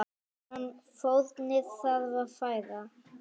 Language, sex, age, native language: Icelandic, female, 9, Icelandic